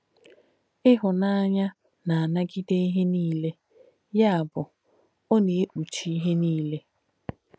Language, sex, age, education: Igbo, female, 30-45, tertiary